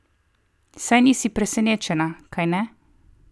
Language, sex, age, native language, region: Slovenian, female, 30-49, Slovenian, Coastal Karst region